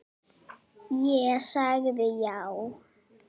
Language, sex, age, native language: Icelandic, female, 9, Icelandic